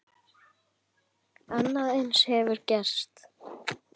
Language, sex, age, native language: Icelandic, male, 10, Icelandic